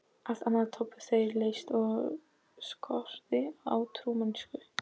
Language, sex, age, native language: Icelandic, female, 12, Icelandic